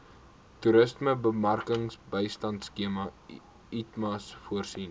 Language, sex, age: Afrikaans, male, 18